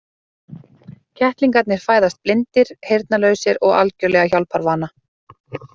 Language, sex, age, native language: Icelandic, female, 40-49, Icelandic